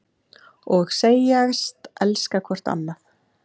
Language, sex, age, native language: Icelandic, female, 7, Icelandic